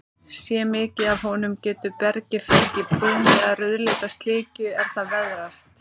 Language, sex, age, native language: Icelandic, female, 30-39, Icelandic